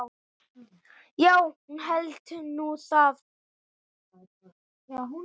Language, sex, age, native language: Icelandic, male, 8, Icelandic